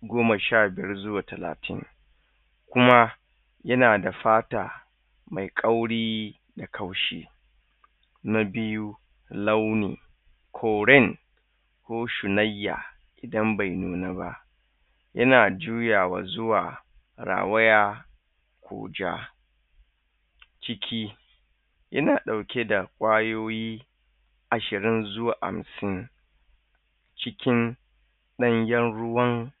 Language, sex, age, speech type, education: Hausa, male, 30-45, spontaneous, tertiary